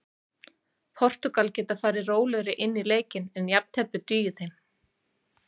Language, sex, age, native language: Icelandic, female, 30-39, Icelandic